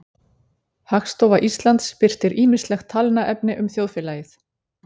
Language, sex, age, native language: Icelandic, female, 40-49, Icelandic